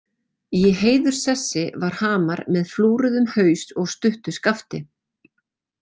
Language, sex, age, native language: Icelandic, female, 40-49, Icelandic